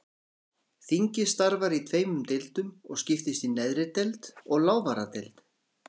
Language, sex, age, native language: Icelandic, male, 40-49, Icelandic